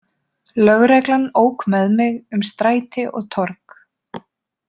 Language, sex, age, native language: Icelandic, female, 20-29, Icelandic